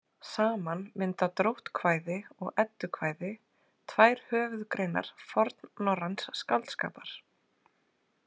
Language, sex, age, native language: Icelandic, female, 40-49, Icelandic